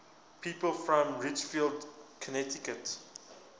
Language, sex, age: English, male, 20